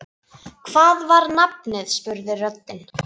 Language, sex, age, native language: Icelandic, female, 9, Icelandic